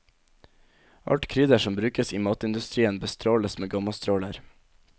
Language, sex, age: Norwegian, male, 17